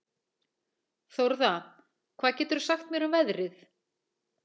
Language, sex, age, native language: Icelandic, female, 40-49, Icelandic